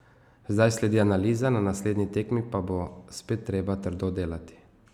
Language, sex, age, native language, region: Slovenian, male, 18-29, Slovenian, Savinja region